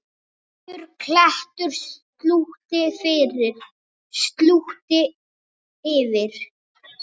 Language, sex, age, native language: Icelandic, female, 9, Icelandic